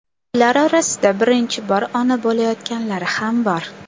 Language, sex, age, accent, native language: Uzbek, female, under 19, Toshkent shahri, Uzbek